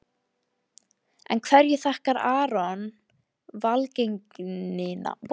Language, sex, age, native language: Icelandic, female, 13, Icelandic